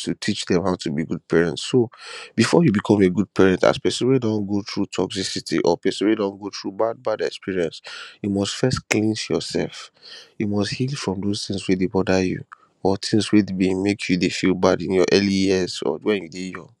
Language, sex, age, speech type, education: Nigerian Pidgin, male, 15-29, spontaneous, tertiary